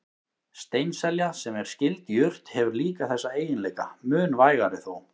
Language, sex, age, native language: Icelandic, male, 30-39, Icelandic